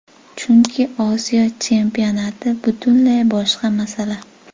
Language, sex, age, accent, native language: Uzbek, female, 18-24, Jizzax, Uzbek